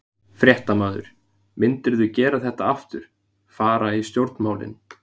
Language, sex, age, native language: Icelandic, male, 20-29, Icelandic